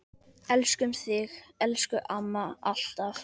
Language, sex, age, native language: Icelandic, male, 10, Icelandic